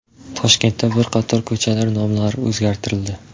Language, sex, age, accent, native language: Uzbek, male, 18-24, Surxondaryo, Uzbek